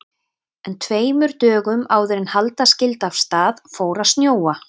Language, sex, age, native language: Icelandic, female, 30-39, Icelandic